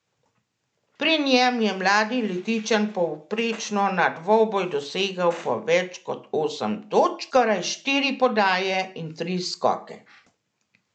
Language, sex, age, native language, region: Slovenian, female, 50-59, Slovenian, Central Slovenia